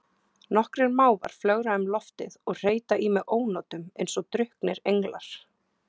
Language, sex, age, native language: Icelandic, female, 20-29, Icelandic